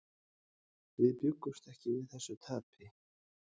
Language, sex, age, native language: Icelandic, male, 30-39, Icelandic